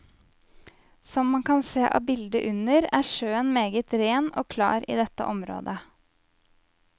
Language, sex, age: Norwegian, female, 27